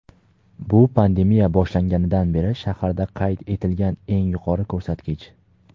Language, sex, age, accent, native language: Uzbek, male, 19-29, Farg'ona, Uzbek